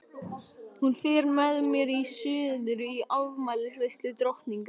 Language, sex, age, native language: Icelandic, male, 12, Icelandic